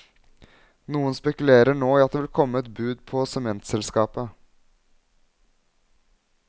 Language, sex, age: Norwegian, male, 21